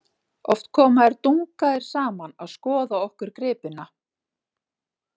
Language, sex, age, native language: Icelandic, female, 40-49, Icelandic